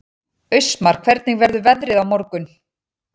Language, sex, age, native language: Icelandic, female, 40-49, Icelandic